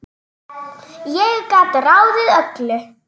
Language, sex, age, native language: Icelandic, male, 9, Icelandic